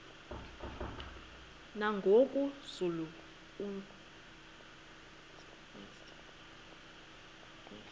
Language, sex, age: Xhosa, female, 23